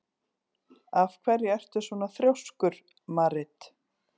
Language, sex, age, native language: Icelandic, female, 40-49, Icelandic